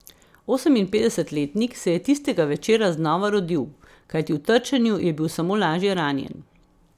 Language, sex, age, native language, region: Slovenian, female, 50-59, Slovenian, Central Slovenia